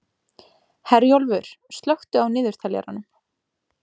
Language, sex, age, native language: Icelandic, female, 20-29, Icelandic